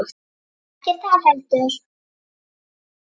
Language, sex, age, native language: Icelandic, female, 9, Icelandic